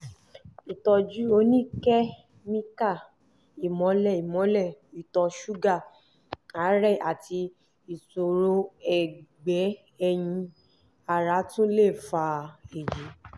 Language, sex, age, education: Yoruba, female, 30-45, tertiary